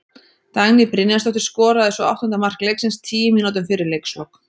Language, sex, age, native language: Icelandic, female, 30-39, Icelandic